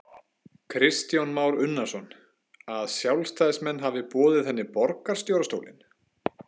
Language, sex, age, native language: Icelandic, male, 20-29, Icelandic